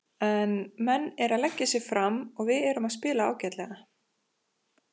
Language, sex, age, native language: Icelandic, female, 40-49, Icelandic